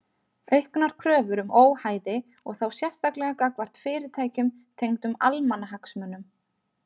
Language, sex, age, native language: Icelandic, female, 30-39, Icelandic